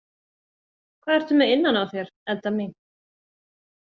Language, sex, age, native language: Icelandic, female, 40-49, Icelandic